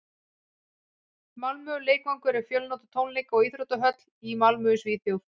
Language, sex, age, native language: Icelandic, female, 40-49, Icelandic